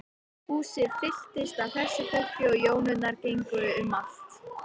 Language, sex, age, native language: Icelandic, female, 13, Icelandic